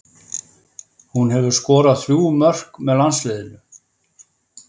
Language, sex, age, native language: Icelandic, male, 50-59, Icelandic